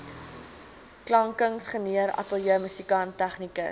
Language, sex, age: Afrikaans, female, 19